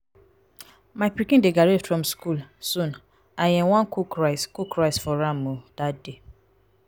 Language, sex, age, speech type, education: Nigerian Pidgin, female, 15-29, spontaneous, tertiary